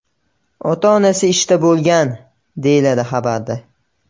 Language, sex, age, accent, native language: Uzbek, male, 18-24, Namangan, Uzbek